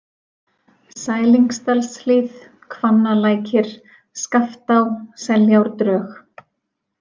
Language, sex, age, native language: Icelandic, female, 40-49, Icelandic